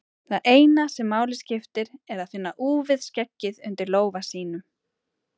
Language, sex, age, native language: Icelandic, female, 30-39, Icelandic